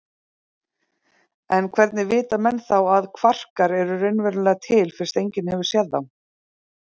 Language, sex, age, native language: Icelandic, female, 30-39, Icelandic